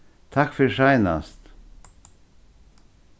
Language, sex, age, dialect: Faroese, male, 61+, Suðurstreymoy